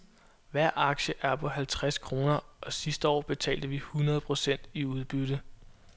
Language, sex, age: Danish, male, 22